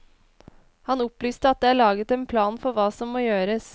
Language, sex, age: Norwegian, female, 21